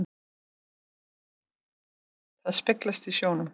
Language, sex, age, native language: Icelandic, female, 30-39, Icelandic